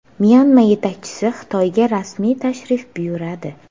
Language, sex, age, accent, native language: Uzbek, female, 18-24, Sirdaryo, Uzbek